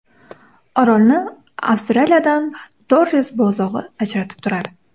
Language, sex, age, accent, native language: Uzbek, female, 18-24, Samarqand, Uzbek